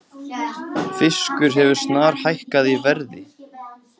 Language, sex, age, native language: Icelandic, male, 20-29, Icelandic